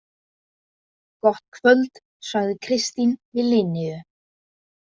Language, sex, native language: Icelandic, female, Icelandic